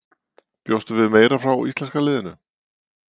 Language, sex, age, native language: Icelandic, male, 40-49, Icelandic